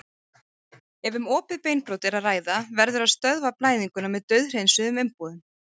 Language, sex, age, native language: Icelandic, female, 30-39, Icelandic